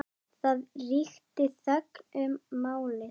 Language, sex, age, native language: Icelandic, male, 10, Icelandic